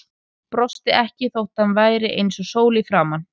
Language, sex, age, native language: Icelandic, female, 30-39, Icelandic